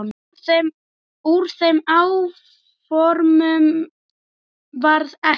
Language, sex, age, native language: Icelandic, male, 9, Icelandic